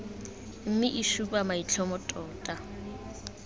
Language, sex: Tswana, female